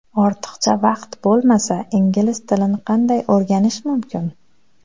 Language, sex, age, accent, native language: Uzbek, female, 30-39, Xorazm, Uzbek